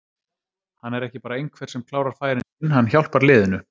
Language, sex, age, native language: Icelandic, male, 30-39, Icelandic